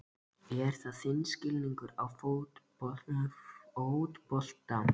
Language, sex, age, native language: Icelandic, male, 13, Icelandic